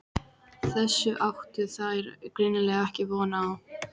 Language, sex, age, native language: Icelandic, female, 14, Icelandic